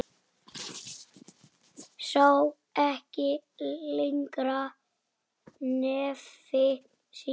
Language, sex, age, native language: Icelandic, female, 8, Icelandic